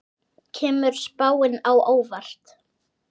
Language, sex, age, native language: Icelandic, female, 9, Icelandic